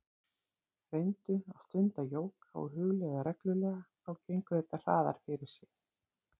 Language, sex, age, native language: Icelandic, female, 40-49, Icelandic